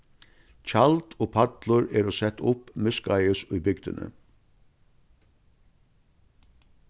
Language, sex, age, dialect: Faroese, male, 61+, Vágar